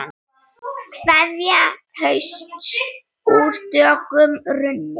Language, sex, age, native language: Icelandic, female, 8, Icelandic